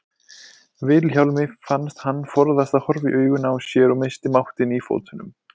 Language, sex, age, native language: Icelandic, male, 20-29, Icelandic